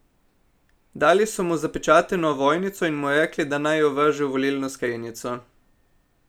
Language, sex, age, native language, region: Slovenian, male, 18-29, Slovenian, Primorsko-notranjska region